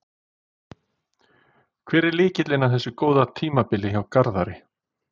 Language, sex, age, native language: Icelandic, male, 40-49, Icelandic